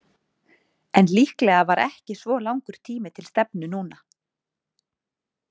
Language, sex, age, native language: Icelandic, female, 30-39, Icelandic